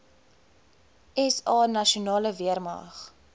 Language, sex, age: Afrikaans, female, 20